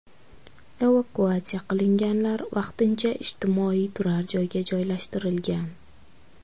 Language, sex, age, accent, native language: Uzbek, female, 19-29, Qashqadaryo, Uzbek